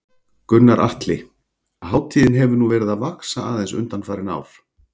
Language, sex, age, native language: Icelandic, male, 40-49, Icelandic